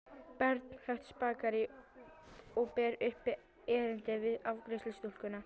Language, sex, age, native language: Icelandic, female, 12, Icelandic